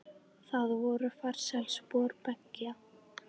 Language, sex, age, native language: Icelandic, female, 9, Icelandic